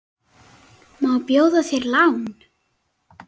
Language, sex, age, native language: Icelandic, male, 9, Icelandic